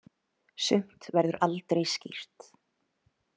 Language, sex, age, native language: Icelandic, female, 30-39, Icelandic